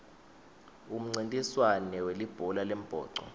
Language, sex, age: Swati, male, 21